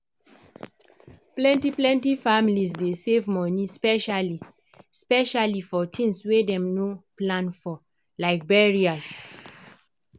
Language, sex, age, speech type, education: Nigerian Pidgin, female, 15-29, spontaneous, tertiary